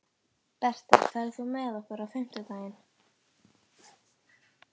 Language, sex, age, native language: Icelandic, female, 11, Icelandic